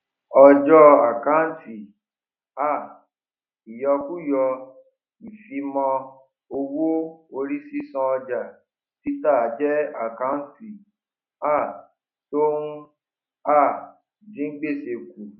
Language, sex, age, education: Yoruba, male, 30-45, tertiary